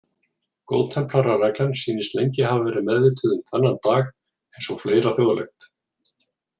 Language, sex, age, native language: Icelandic, male, 40-49, Icelandic